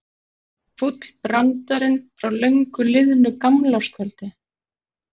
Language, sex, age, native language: Icelandic, male, 40-49, Icelandic